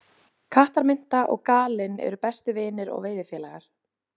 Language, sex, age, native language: Icelandic, female, 20-29, Icelandic